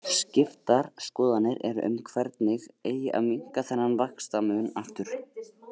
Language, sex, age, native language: Icelandic, male, 80-89, Icelandic